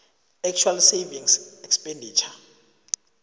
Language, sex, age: South Ndebele, male, 20